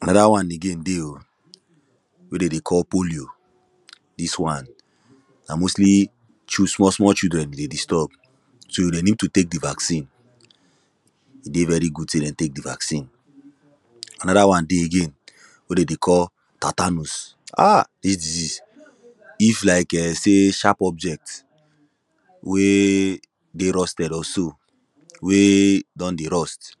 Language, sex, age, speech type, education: Nigerian Pidgin, male, 15-29, spontaneous, tertiary